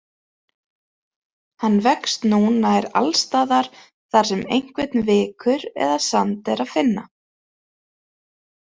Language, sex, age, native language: Icelandic, female, 30-39, Icelandic